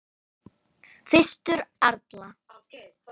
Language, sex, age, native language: Icelandic, female, 9, Icelandic